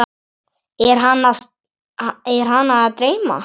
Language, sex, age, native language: Icelandic, male, 8, Icelandic